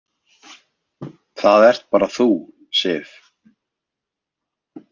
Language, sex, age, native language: Icelandic, male, 20-29, Icelandic